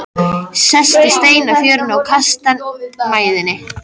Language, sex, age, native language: Icelandic, female, 13, Icelandic